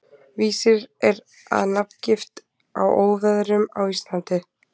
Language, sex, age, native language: Icelandic, female, 20-29, Icelandic